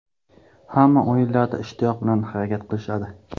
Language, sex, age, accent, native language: Uzbek, male, 25-34, Qashqadaryo, Uzbek